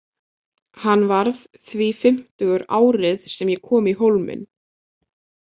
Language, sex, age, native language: Icelandic, female, 20-29, Icelandic